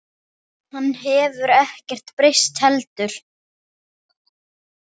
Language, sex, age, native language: Icelandic, female, 8, Icelandic